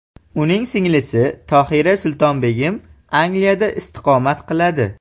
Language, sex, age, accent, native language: Uzbek, male, 18-24, Farg'ona, Uzbek